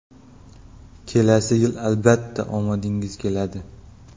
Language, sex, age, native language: Uzbek, male, 25-34, Uzbek